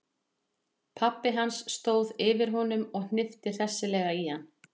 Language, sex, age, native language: Icelandic, female, 40-49, Icelandic